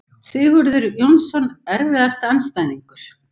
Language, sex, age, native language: Icelandic, female, 50-59, Icelandic